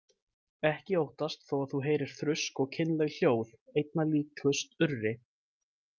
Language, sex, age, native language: Icelandic, male, 20-29, Icelandic